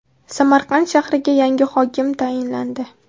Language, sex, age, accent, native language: Uzbek, female, 19-29, Namangan, Uzbek